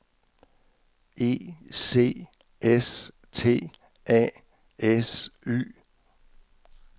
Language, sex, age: Danish, male, 66